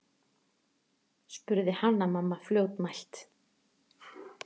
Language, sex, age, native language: Icelandic, female, 40-49, Icelandic